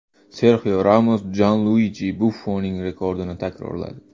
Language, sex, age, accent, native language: Uzbek, male, 18-24, Toshkent shahri, Uzbek